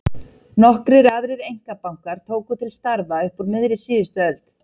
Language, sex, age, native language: Icelandic, female, 30-39, Icelandic